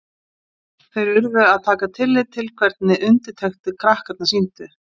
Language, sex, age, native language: Icelandic, female, 50-59, Icelandic